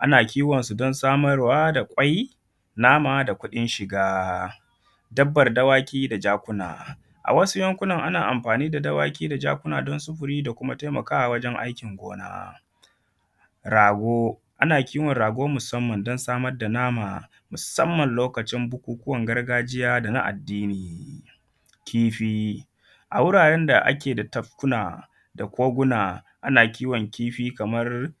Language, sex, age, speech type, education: Hausa, male, 15-29, spontaneous, secondary